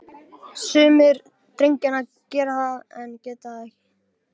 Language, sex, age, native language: Icelandic, male, 18-19, Icelandic